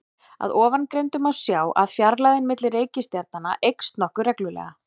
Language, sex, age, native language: Icelandic, female, 40-49, Icelandic